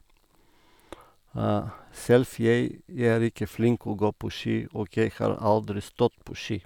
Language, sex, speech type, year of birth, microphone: Norwegian, male, spontaneous, 1958, Sennheiser